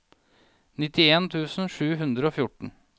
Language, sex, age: Norwegian, male, 37